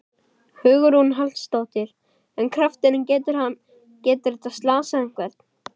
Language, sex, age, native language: Icelandic, male, 12, Icelandic